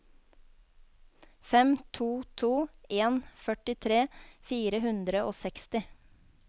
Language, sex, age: Norwegian, female, 24